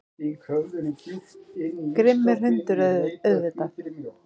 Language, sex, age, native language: Icelandic, female, 50-59, Icelandic